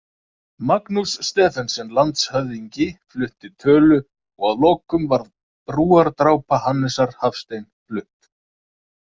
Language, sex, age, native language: Icelandic, male, 30-39, Icelandic